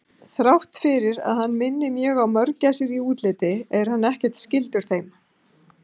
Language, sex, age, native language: Icelandic, female, 50-59, Icelandic